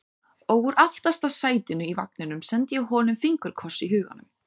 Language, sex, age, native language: Icelandic, female, 30-39, Icelandic